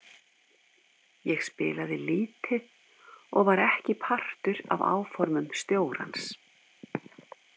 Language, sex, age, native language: Icelandic, female, 50-59, Icelandic